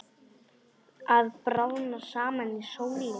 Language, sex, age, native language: Icelandic, male, 10, Polish